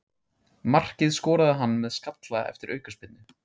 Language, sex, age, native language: Icelandic, male, 16, Icelandic